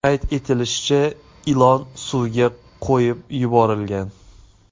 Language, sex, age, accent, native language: Uzbek, male, 25-34, Xorazm, Uzbek